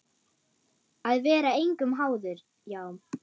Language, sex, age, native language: Icelandic, female, 9, German